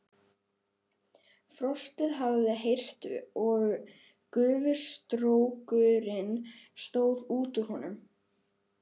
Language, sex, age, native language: Icelandic, female, 11, Icelandic